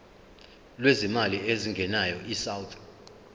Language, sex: Zulu, male